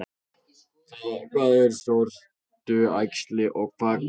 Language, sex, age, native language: Icelandic, male, 18-19, Icelandic